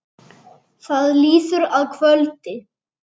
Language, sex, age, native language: Icelandic, male, 8, Icelandic